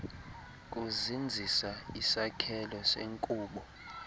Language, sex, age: Xhosa, male, 20